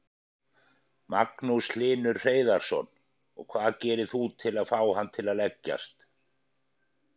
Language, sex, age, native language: Icelandic, male, 50-59, Icelandic